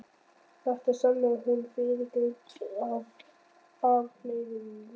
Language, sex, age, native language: Icelandic, male, 11, Icelandic